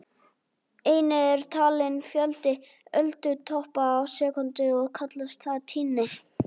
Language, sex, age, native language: Icelandic, male, 18-19, Icelandic